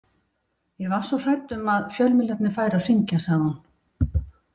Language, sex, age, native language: Icelandic, female, 60-69, Icelandic